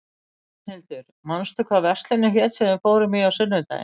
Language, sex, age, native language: Icelandic, female, 60-69, Icelandic